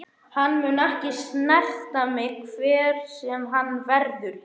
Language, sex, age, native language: Icelandic, male, 11, Icelandic